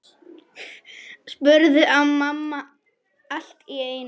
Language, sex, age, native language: Icelandic, female, 10, Polish